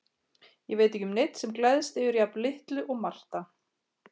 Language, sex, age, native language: Icelandic, female, 40-49, Icelandic